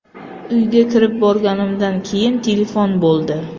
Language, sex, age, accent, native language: Uzbek, female, 25-34, Qashqadaryo, Uzbek